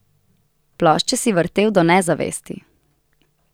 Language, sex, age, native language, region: Slovenian, female, 18-29, Slovenian, Southeast Slovenia